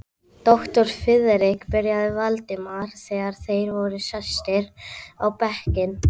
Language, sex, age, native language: Icelandic, female, 11, Icelandic